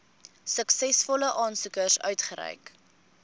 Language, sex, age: Afrikaans, female, 21